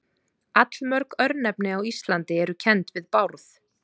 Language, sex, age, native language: Icelandic, female, 30-39, Icelandic